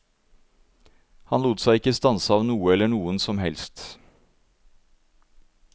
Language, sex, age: Norwegian, male, 52